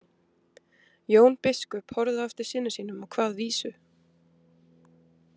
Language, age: Icelandic, 20-29